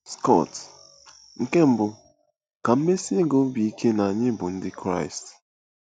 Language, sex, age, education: Igbo, male, 15-29, tertiary